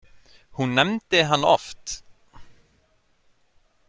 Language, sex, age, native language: Icelandic, male, 30-39, Icelandic